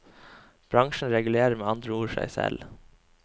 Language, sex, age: Norwegian, male, 21